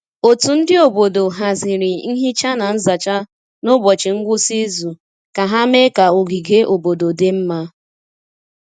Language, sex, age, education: Igbo, female, 15-29, tertiary